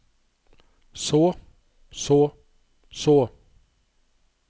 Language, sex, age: Norwegian, male, 59